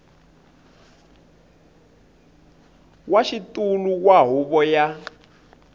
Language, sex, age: Tsonga, male, 25